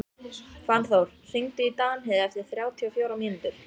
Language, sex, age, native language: Icelandic, female, 14, Icelandic